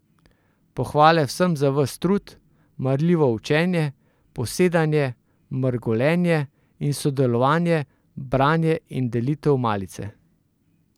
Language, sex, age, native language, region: Slovenian, male, 30-49, Slovenian, Central Slovenia